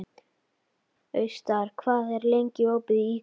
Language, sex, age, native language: Icelandic, female, 12, Icelandic